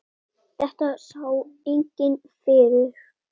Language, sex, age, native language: Icelandic, male, 7, Icelandic